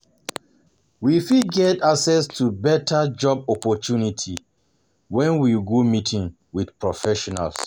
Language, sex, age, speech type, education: Nigerian Pidgin, male, 30-45, spontaneous, tertiary